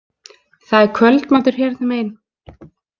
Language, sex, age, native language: Icelandic, female, 20-29, Icelandic